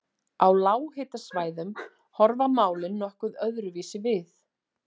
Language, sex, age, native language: Icelandic, female, 40-49, Icelandic